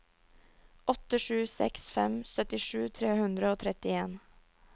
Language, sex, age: Norwegian, female, 22